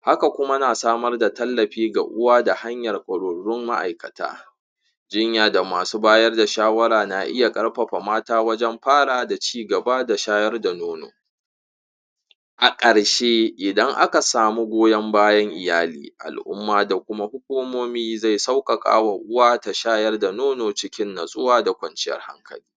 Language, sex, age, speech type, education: Hausa, male, 30-45, spontaneous, tertiary